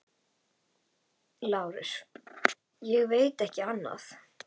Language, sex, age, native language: Icelandic, female, 10, Icelandic